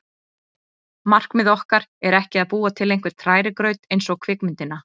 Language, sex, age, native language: Icelandic, female, 30-39, Icelandic